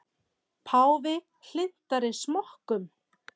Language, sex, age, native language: Icelandic, female, 40-49, Icelandic